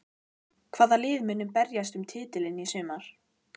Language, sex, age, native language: Icelandic, female, 15, Icelandic